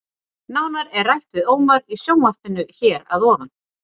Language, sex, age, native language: Icelandic, female, 40-49, Icelandic